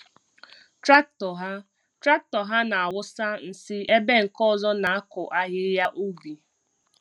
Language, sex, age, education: Igbo, female, 15-29, tertiary